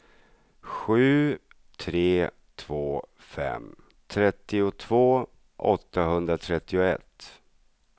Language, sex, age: Swedish, male, 42